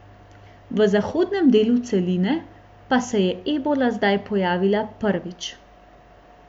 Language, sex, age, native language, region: Slovenian, female, 18-29, Slovenian, Central Slovenia